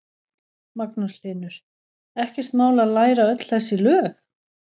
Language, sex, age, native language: Icelandic, female, 11, Icelandic